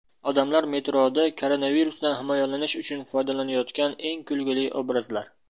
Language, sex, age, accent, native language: Uzbek, male, 19-29, Namangan, Uzbek